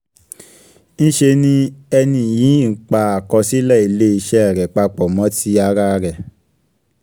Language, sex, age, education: Yoruba, male, 15-29, secondary